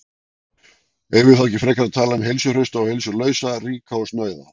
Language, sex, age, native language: Icelandic, male, 40-49, Icelandic